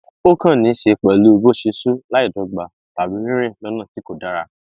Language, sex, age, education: Yoruba, male, 15-29, tertiary